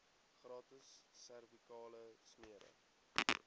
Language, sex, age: Afrikaans, male, 18